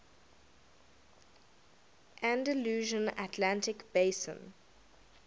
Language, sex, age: English, female, 19